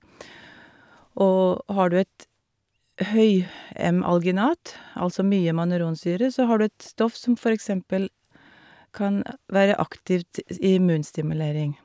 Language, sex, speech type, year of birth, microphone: Norwegian, female, spontaneous, 1962, Shure